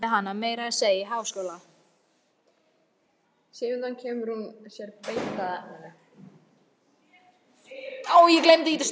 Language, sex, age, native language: Icelandic, female, 13, Icelandic